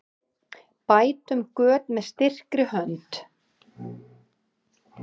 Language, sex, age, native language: Icelandic, female, 8, Icelandic